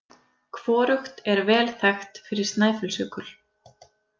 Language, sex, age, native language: Icelandic, female, 30-39, Icelandic